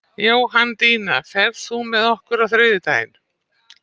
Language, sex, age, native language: Icelandic, female, 60-69, Icelandic